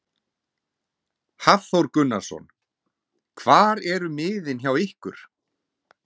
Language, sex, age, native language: Icelandic, male, 40-49, Icelandic